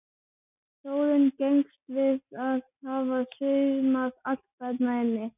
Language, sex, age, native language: Icelandic, female, 11, Icelandic